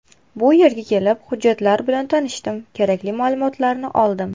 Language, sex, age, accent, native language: Uzbek, female, 18-24, Toshkent viloyati, Uzbek